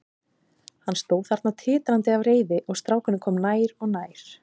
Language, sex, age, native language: Icelandic, female, 30-39, Icelandic